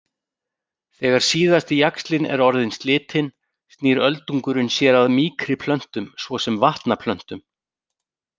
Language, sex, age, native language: Icelandic, male, 40-49, Icelandic